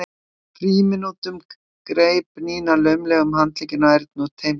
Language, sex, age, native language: Icelandic, female, 60-69, Icelandic